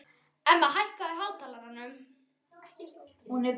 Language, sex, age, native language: Icelandic, female, 11, Icelandic